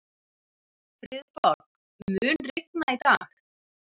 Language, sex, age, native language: Icelandic, female, 30-39, Icelandic